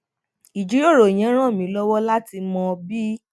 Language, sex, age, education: Yoruba, female, 15-29, tertiary